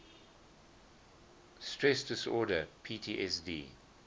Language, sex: English, male